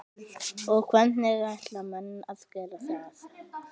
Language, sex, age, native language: Icelandic, male, 11, Icelandic